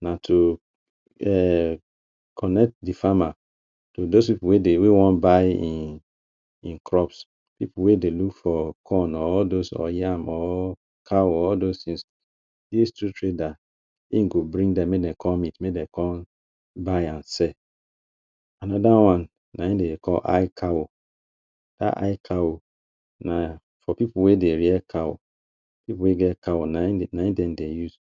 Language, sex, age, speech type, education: Nigerian Pidgin, male, 30-45, spontaneous, tertiary